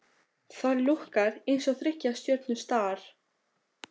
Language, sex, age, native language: Icelandic, female, 13, Albanian